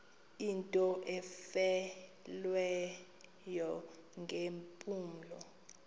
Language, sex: Xhosa, female